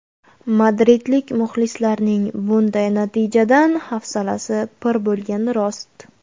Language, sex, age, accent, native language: Uzbek, female, 18-24, Navoiy, Uzbek